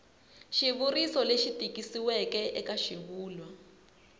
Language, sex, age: Tsonga, female, 20